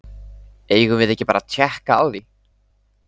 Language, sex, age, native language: Icelandic, male, 18-19, Icelandic